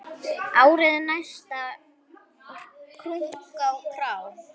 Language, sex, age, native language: Icelandic, female, 9, Icelandic